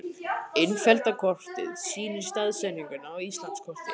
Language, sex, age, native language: Icelandic, male, 18-19, Icelandic